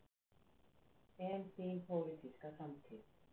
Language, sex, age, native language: Icelandic, female, 40-49, Icelandic